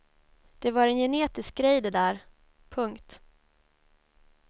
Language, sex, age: Swedish, female, 24